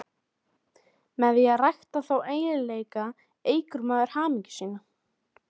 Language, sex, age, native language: Icelandic, female, 13, Icelandic